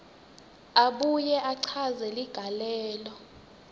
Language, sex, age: Swati, female, 19